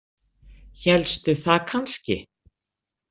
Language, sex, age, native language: Icelandic, female, 60-69, Icelandic